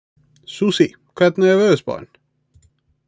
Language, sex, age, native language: Icelandic, male, 20-29, Icelandic